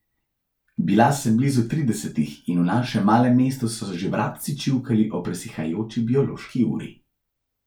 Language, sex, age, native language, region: Slovenian, male, 18-29, Slovenian, Central Slovenia